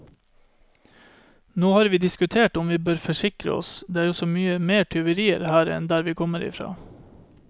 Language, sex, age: Norwegian, male, 31